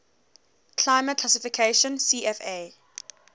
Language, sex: English, female